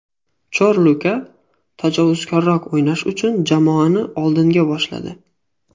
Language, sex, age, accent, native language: Uzbek, male, 18-24, Xorazm, Uzbek